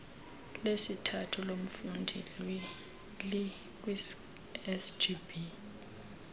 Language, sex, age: Xhosa, female, 22